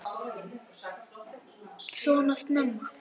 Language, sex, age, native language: Icelandic, female, 10, Icelandic